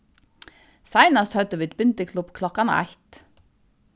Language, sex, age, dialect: Faroese, female, 36-60, Suðurstreymoy